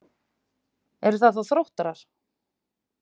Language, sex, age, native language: Icelandic, female, 30-39, Icelandic